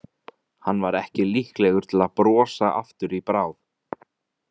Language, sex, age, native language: Icelandic, male, 20-29, Icelandic